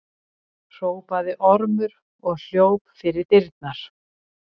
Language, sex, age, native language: Icelandic, female, 60-69, Icelandic